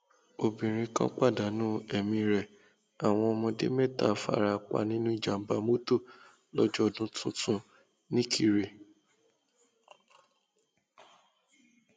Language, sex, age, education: Yoruba, male, 15-29, tertiary